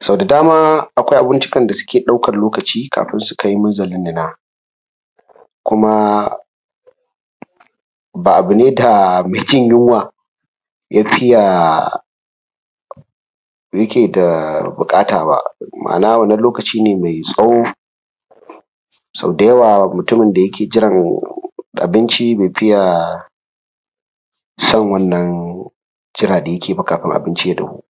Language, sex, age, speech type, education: Hausa, male, 30-45, spontaneous, primary